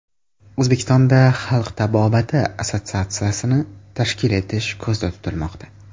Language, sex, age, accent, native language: Uzbek, male, under 19, Toshkent shahri, Uzbek